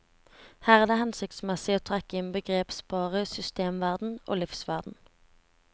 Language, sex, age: Norwegian, female, 17